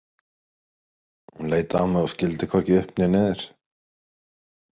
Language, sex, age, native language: Icelandic, male, 30-39, Icelandic